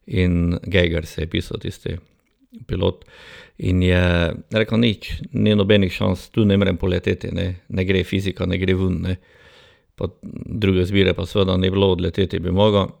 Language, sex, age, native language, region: Slovenian, male, 60+, Slovenian, Drava region